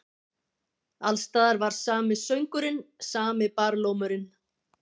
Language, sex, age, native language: Icelandic, female, 50-59, Icelandic